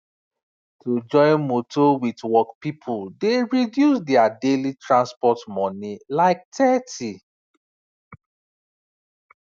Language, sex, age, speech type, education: Nigerian Pidgin, male, 30-45, spontaneous, tertiary